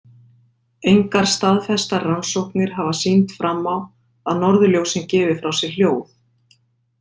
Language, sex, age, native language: Icelandic, female, 50-59, Icelandic